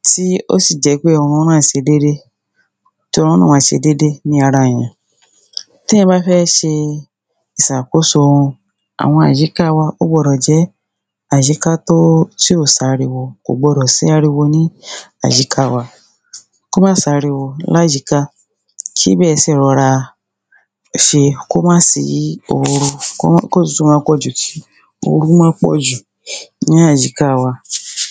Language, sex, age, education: Yoruba, female, 30-45, secondary